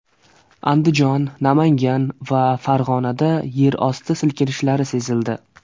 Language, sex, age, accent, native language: Uzbek, male, 18-24, Surxondaryo, Uzbek